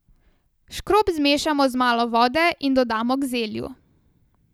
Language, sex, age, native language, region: Slovenian, female, 18-29, Slovenian, Savinja region